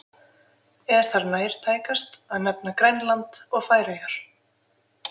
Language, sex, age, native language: Icelandic, female, 20-29, Icelandic